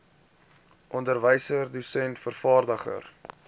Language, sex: Afrikaans, male